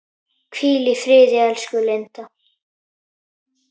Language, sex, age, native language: Icelandic, male, 10, Icelandic